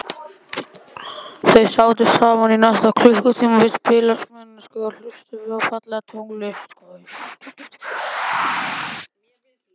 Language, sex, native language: Icelandic, male, Icelandic